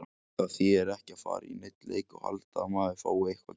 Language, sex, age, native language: Icelandic, male, 18-19, Icelandic